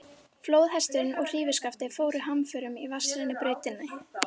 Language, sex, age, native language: Icelandic, female, 13, Icelandic